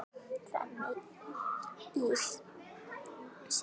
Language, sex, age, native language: Icelandic, female, 9, Icelandic